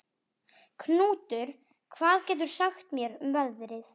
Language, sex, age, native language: Icelandic, female, 40-49, Icelandic